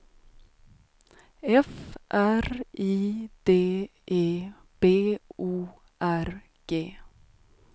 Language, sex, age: Swedish, female, 36